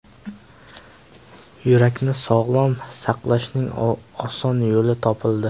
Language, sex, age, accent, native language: Uzbek, male, 18-24, Qashqadaryo, Uzbek